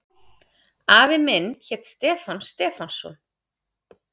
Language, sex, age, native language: Icelandic, female, 30-39, Icelandic